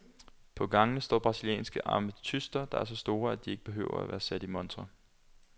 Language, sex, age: Danish, male, 21